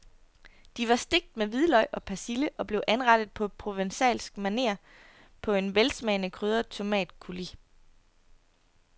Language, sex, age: Danish, female, 30